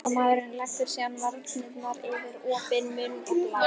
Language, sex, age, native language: Icelandic, female, 11, Icelandic